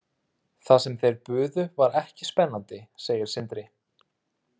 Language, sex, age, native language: Icelandic, male, 30-39, Icelandic